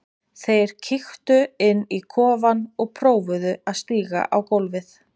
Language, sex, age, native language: Icelandic, female, 20-29, Icelandic